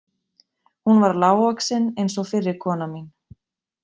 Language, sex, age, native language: Icelandic, female, 20-29, Icelandic